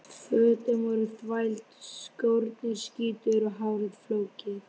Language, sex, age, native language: Icelandic, female, 12, Icelandic